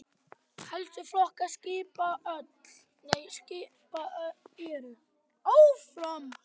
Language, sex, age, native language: Icelandic, other, 10, Icelandic